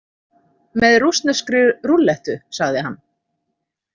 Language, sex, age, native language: Icelandic, female, 30-39, Icelandic